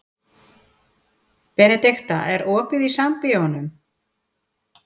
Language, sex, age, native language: Icelandic, female, 40-49, Icelandic